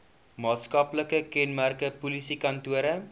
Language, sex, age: Afrikaans, male, 19